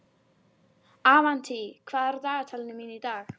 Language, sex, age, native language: Icelandic, female, 12, Icelandic